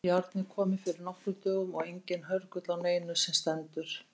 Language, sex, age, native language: Icelandic, female, 50-59, Icelandic